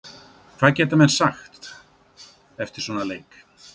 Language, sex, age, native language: Icelandic, male, 60-69, Icelandic